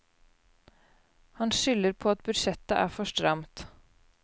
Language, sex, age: Norwegian, female, 29